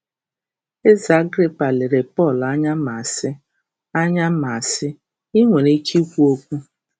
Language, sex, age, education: Igbo, female, 46-60, tertiary